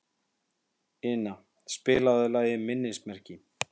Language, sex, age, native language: Icelandic, male, 50-59, Icelandic